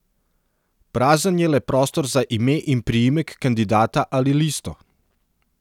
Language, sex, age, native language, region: Slovenian, male, 30-49, Serbian, Central Slovenia